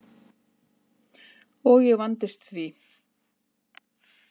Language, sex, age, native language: Icelandic, female, 50-59, Icelandic